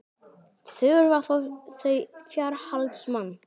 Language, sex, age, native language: Icelandic, male, 11, Icelandic